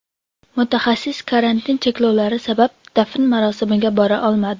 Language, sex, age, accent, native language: Uzbek, female, under 19, Sirdaryo, Uzbek